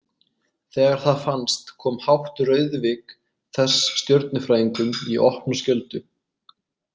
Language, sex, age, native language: Icelandic, male, 20-29, Icelandic